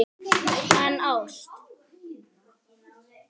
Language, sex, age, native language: Icelandic, male, 8, Icelandic